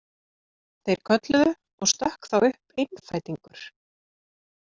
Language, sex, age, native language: Icelandic, female, 30-39, Icelandic